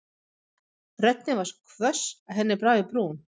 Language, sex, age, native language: Icelandic, female, 50-59, Swedish